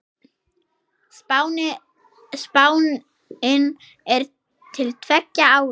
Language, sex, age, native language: Icelandic, female, 6, Icelandic